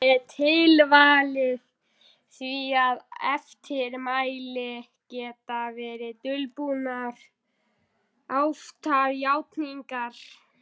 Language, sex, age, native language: Icelandic, male, 11, Icelandic